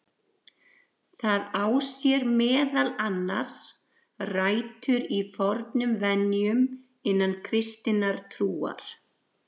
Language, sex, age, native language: Icelandic, female, 60-69, Icelandic